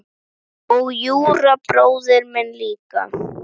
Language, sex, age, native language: Icelandic, female, 10, Icelandic